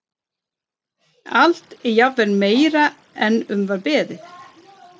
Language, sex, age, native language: Icelandic, female, 30-39, Swedish